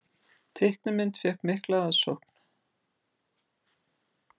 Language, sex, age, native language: Icelandic, female, 50-59, Icelandic